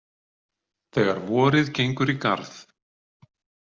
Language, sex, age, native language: Icelandic, male, 40-49, Icelandic